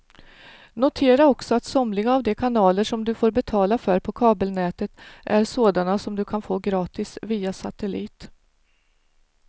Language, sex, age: Swedish, female, 49